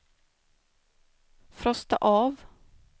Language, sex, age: Swedish, female, 24